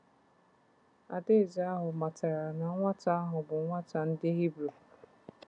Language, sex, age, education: Igbo, female, 15-29, tertiary